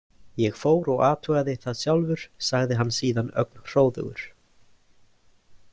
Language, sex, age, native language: Icelandic, male, 20-29, Icelandic